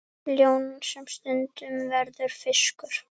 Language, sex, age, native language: Icelandic, female, 8, Icelandic